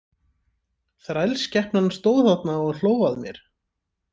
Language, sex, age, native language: Icelandic, male, 30-39, Icelandic